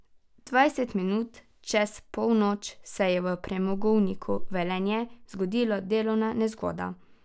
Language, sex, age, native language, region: Slovenian, female, 12-17, Slovenian, Carinthia region